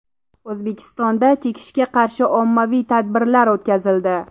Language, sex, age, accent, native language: Uzbek, female, 18-24, Samarqand, Uzbek